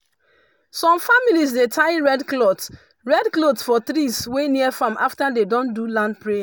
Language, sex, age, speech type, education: Nigerian Pidgin, female, 30-45, spontaneous, tertiary